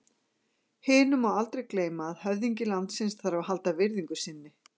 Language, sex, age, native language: Icelandic, female, 40-49, Icelandic